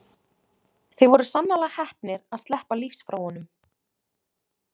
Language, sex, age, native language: Icelandic, female, 20-29, Icelandic